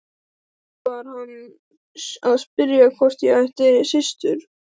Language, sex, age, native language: Icelandic, male, 12, Icelandic